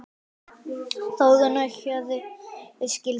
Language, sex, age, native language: Icelandic, female, 9, Icelandic